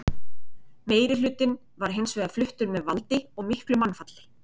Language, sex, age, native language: Icelandic, female, 30-39, Icelandic